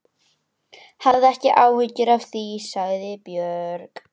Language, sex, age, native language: Icelandic, female, 11, Icelandic